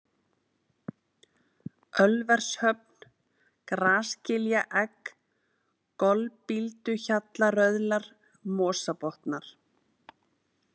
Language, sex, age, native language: Icelandic, female, 30-39, Icelandic